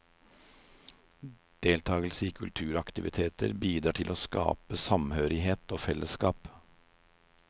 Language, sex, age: Norwegian, male, 56